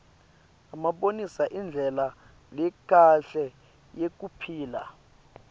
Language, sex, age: Swati, male, 22